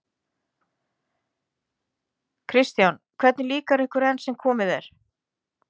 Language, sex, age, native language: Icelandic, female, 50-59, Icelandic